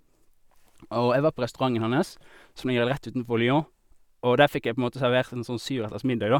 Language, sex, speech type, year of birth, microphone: Norwegian, male, spontaneous, 1988, Sennheiser